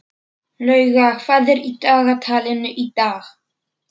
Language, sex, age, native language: Icelandic, male, 40-49, Polish